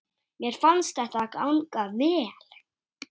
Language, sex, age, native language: Icelandic, male, 7, Icelandic